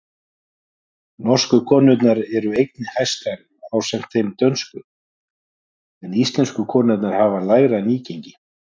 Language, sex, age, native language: Icelandic, male, 40-49, Icelandic